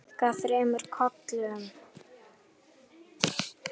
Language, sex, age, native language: Icelandic, female, 10, Icelandic